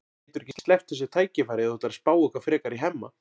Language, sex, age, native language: Icelandic, male, 40-49, Icelandic